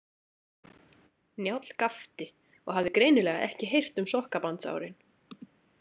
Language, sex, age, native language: Icelandic, female, 30-39, Icelandic